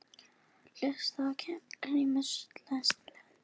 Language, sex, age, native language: Icelandic, female, 20-29, Icelandic